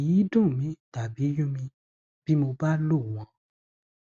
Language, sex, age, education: Yoruba, male, 15-29, tertiary